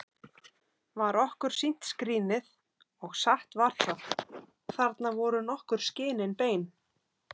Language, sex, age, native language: Icelandic, female, 30-39, Icelandic